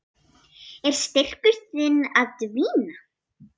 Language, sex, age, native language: Icelandic, female, 8, Icelandic